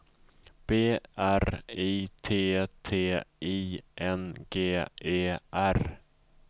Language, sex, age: Swedish, male, 34